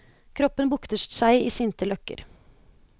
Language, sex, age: Norwegian, female, 29